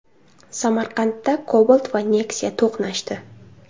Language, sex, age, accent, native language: Uzbek, female, 19-29, Toshkent shahri, Uzbek